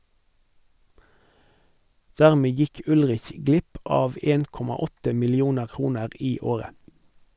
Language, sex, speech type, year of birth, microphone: Norwegian, male, read, 1958, Sennheiser